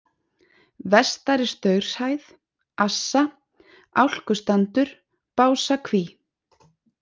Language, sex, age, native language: Icelandic, female, 30-39, Icelandic